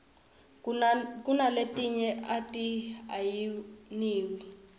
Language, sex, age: Swati, female, 21